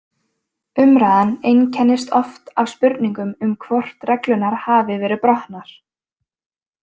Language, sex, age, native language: Icelandic, female, 20-29, Icelandic